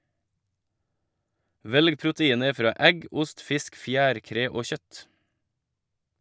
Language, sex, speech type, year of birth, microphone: Norwegian, male, read, 1985, Shure